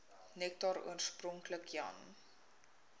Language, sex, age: Afrikaans, female, 21